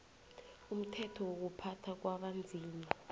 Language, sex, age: South Ndebele, female, 20